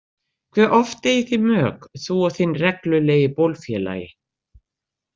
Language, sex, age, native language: Icelandic, female, 60-69, Icelandic